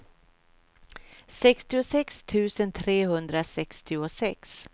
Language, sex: Swedish, female